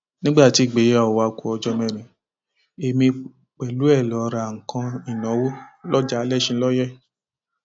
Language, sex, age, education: Yoruba, male, 15-29, tertiary